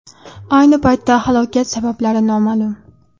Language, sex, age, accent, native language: Uzbek, female, under 19, Toshkent viloyati, Uzbek